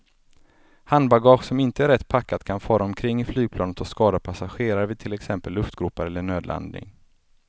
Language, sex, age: Swedish, male, 35